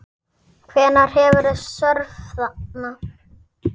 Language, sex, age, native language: Icelandic, female, 10, Icelandic